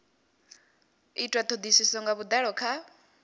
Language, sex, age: Venda, female, 28